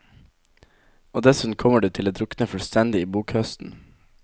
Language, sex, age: Norwegian, male, 17